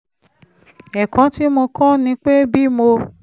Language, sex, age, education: Yoruba, female, 30-45, tertiary